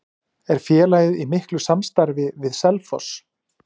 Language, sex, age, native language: Icelandic, male, 40-49, Icelandic